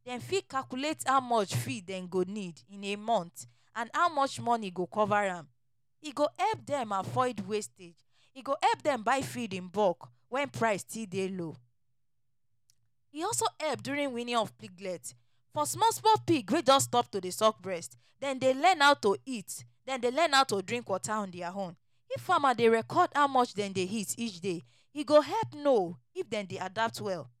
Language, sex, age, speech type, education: Nigerian Pidgin, female, 30-45, spontaneous, tertiary